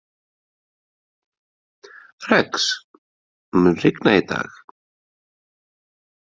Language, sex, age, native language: Icelandic, male, 30-39, Icelandic